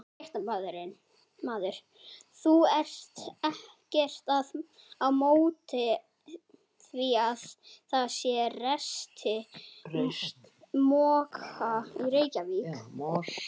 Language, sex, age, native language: Icelandic, female, 70-79, Icelandic